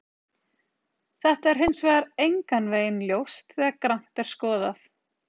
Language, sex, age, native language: Icelandic, female, 30-39, Icelandic